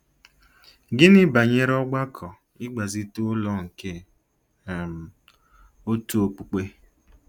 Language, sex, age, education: Igbo, male, 15-29, secondary